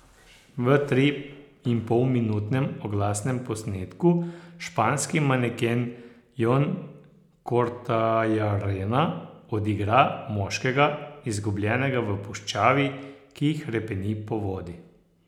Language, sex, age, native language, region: Slovenian, male, 60+, Slovenian, Posavska region